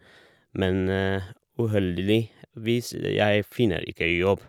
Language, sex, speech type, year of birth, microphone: Norwegian, male, spontaneous, 1978, Shure